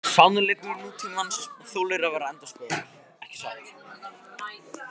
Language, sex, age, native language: Icelandic, male, 18-19, Icelandic